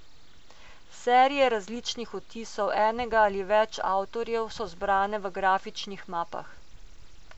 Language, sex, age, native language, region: Slovenian, female, 50-59, Slovenian, Coastal Karst region